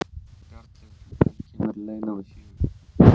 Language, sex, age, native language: Icelandic, male, 16, Icelandic